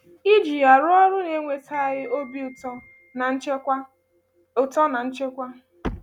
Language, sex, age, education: Igbo, female, 15-29, tertiary